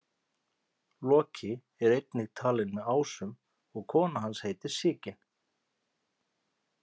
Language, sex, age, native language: Icelandic, male, 50-59, Icelandic